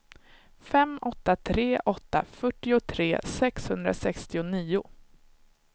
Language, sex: Swedish, male